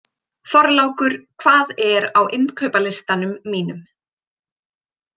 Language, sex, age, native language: Icelandic, female, 20-29, Icelandic